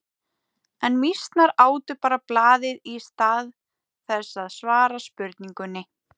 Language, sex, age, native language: Icelandic, female, 30-39, Icelandic